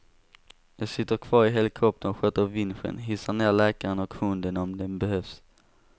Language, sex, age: Swedish, male, 18